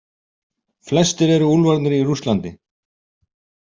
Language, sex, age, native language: Icelandic, male, 50-59, Icelandic